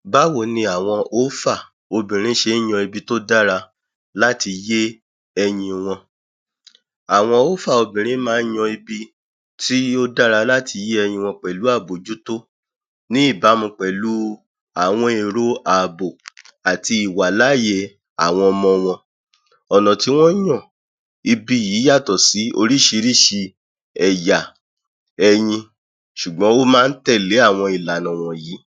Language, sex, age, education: Yoruba, male, 30-45, tertiary